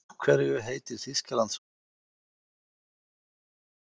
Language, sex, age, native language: Icelandic, male, 50-59, Icelandic